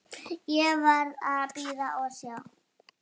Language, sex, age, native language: Icelandic, male, 30-39, Icelandic